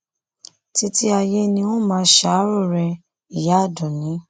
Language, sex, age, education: Yoruba, female, 15-29, tertiary